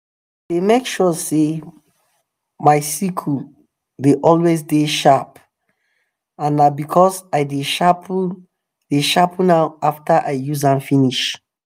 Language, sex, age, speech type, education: Nigerian Pidgin, male, 30-45, spontaneous, tertiary